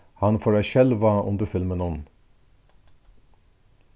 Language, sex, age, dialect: Faroese, male, 36-60, Suðurstreymoy